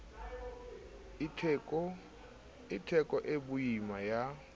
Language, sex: Southern Sotho, male